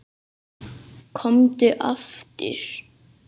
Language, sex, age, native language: Icelandic, male, 8, Icelandic